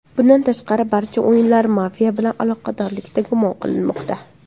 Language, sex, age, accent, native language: Uzbek, female, under 19, Qashqadaryo, Uzbek